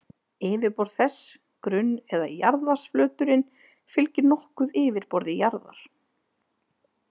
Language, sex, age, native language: Icelandic, female, 30-39, Icelandic